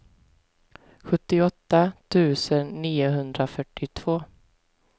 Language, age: Swedish, 20